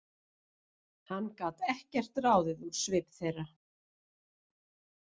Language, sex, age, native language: Icelandic, female, 50-59, Icelandic